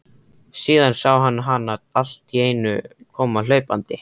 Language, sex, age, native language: Icelandic, male, 13, Icelandic